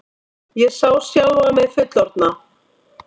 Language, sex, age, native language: Icelandic, female, 40-49, Icelandic